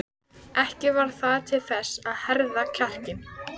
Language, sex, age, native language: Icelandic, female, 14, Icelandic